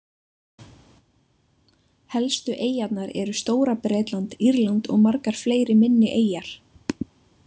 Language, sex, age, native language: Icelandic, female, 20-29, Icelandic